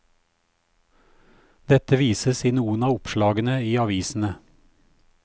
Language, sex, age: Norwegian, male, 56